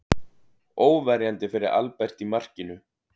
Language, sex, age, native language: Icelandic, male, 30-39, Icelandic